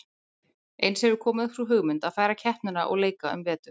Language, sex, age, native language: Icelandic, female, 30-39, Icelandic